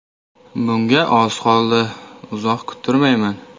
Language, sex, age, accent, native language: Uzbek, male, 18-24, Toshkent viloyati, Uzbek